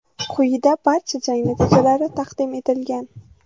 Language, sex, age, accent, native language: Uzbek, female, 18-24, Samarqand, Uzbek